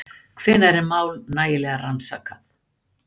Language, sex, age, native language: Icelandic, female, 60-69, Icelandic